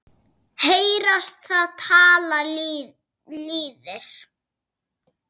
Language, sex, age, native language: Icelandic, female, 6, Icelandic